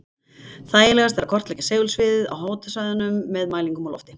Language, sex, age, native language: Icelandic, female, 50-59, Icelandic